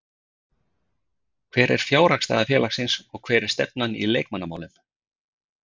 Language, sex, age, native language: Icelandic, male, 50-59, Icelandic